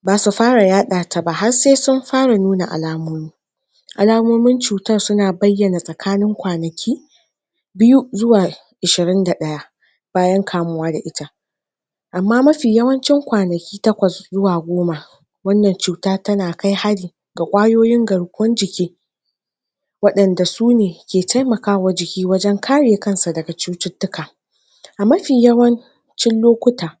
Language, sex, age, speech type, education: Hausa, female, 46-60, spontaneous, tertiary